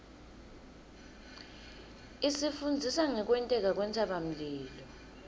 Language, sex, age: Swati, female, 22